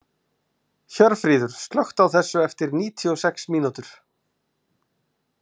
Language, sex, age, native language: Icelandic, male, 40-49, Icelandic